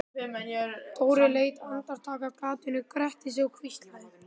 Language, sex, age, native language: Icelandic, male, 12, Icelandic